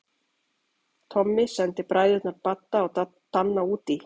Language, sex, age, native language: Icelandic, female, 40-49, Icelandic